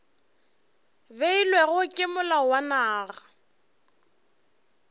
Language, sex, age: Northern Sotho, female, 21